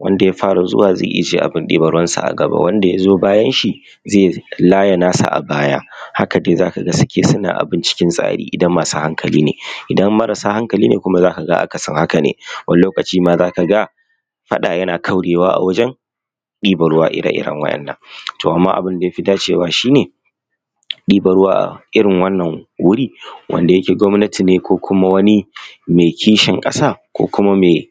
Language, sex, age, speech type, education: Hausa, male, 30-45, spontaneous, tertiary